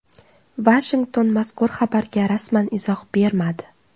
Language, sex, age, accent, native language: Uzbek, female, 25-34, Toshkent viloyati, Uzbek